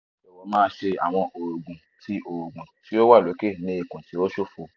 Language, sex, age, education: Yoruba, male, 15-29, tertiary